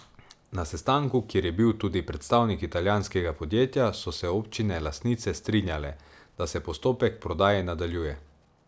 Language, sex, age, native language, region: Slovenian, male, 18-29, Slovenian, Savinja region